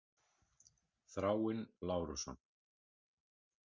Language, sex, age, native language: Icelandic, male, 40-49, Icelandic